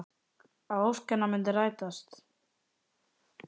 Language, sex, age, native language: Icelandic, male, 10, Icelandic